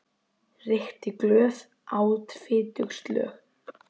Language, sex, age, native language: Icelandic, male, 10, Icelandic